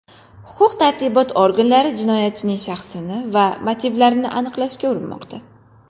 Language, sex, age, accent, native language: Uzbek, female, 19-29, Qashqadaryo, Uzbek